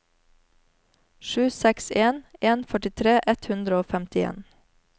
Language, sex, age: Norwegian, female, 34